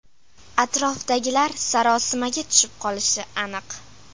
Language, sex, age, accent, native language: Uzbek, female, 12-17, Farg'ona, Uzbek